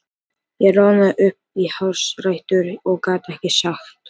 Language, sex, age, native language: Icelandic, male, 13, Filipino